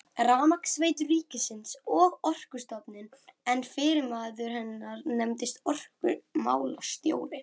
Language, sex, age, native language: Icelandic, female, 11, Icelandic